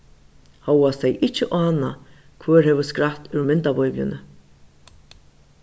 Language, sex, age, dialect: Faroese, female, 36-60, Suðurstreymoy